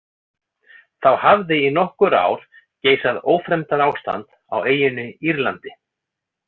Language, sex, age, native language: Icelandic, male, 40-49, Icelandic